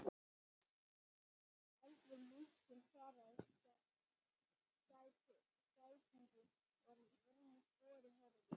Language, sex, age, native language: Icelandic, male, 11, Icelandic